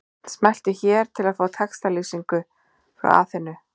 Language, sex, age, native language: Icelandic, female, 40-49, Icelandic